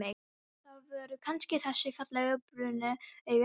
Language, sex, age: Icelandic, female, 13